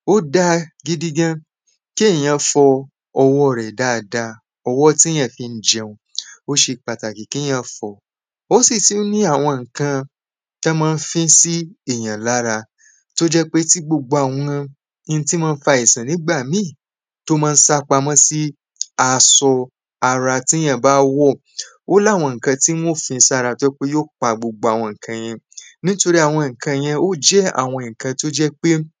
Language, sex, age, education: Yoruba, male, 15-29, tertiary